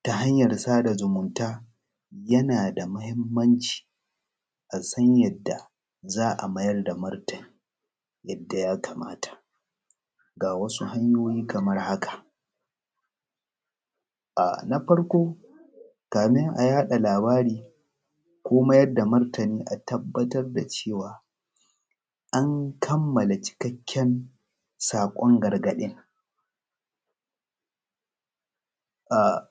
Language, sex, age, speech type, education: Hausa, male, 30-45, spontaneous, tertiary